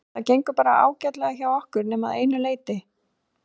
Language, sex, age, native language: Icelandic, female, 30-39, Icelandic